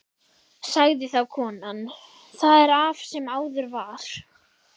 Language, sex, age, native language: Icelandic, female, 11, Icelandic